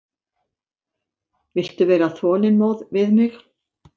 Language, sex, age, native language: Icelandic, female, 70-79, Icelandic